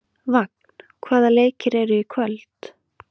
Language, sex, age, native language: Icelandic, female, 20-29, Icelandic